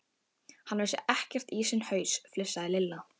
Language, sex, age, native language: Icelandic, female, 12, Icelandic